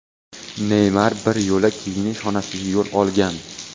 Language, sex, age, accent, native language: Uzbek, male, 18-24, Namangan, Uzbek